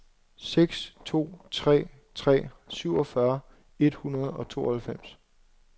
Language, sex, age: Danish, male, 26